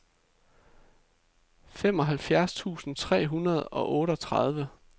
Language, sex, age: Danish, male, 33